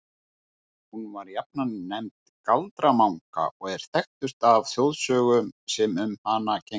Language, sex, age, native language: Icelandic, male, 50-59, Icelandic